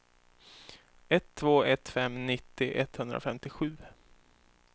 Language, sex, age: Swedish, male, 24